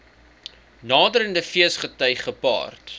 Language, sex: Afrikaans, male